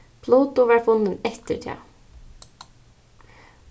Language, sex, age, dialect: Faroese, female, 15-35, Suðurstreymoy